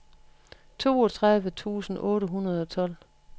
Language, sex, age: Danish, female, 43